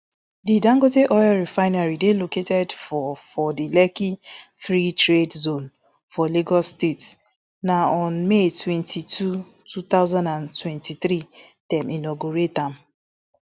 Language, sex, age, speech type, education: Nigerian Pidgin, female, 30-45, spontaneous, tertiary